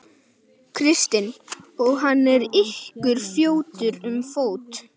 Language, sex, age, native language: Icelandic, male, 12, Icelandic